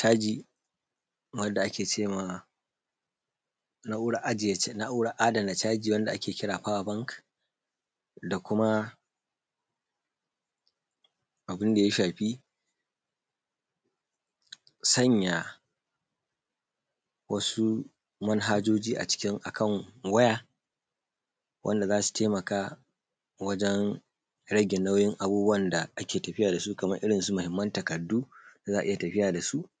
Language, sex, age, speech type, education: Hausa, male, 30-45, spontaneous, secondary